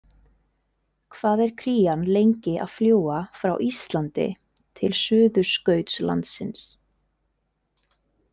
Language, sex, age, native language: Icelandic, female, 20-29, Icelandic